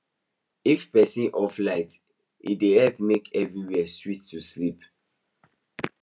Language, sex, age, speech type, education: Nigerian Pidgin, male, 15-29, spontaneous, tertiary